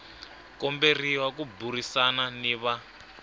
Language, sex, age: Tsonga, male, 25